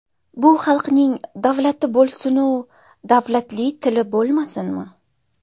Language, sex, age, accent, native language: Uzbek, female, 19-29, Jizzax, Uzbek